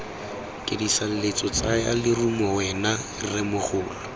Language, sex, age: Tswana, male, 18